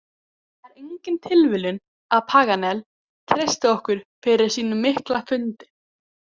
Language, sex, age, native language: Icelandic, female, 18-19, Icelandic